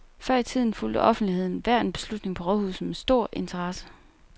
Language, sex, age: Danish, female, 29